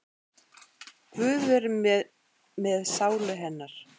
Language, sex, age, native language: Icelandic, female, 8, Icelandic